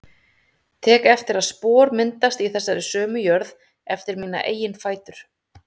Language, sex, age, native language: Icelandic, female, 30-39, Icelandic